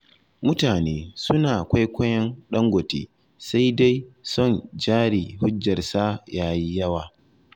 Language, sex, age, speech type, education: Hausa, male, 15-29, spontaneous, tertiary